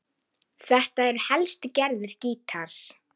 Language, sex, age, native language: Icelandic, female, 10, Icelandic